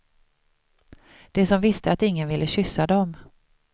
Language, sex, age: Swedish, female, 38